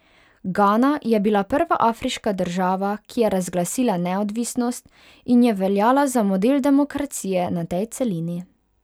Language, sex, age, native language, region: Slovenian, female, 18-29, Hungarian, Pomurje region